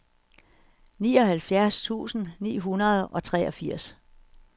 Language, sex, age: Danish, female, 61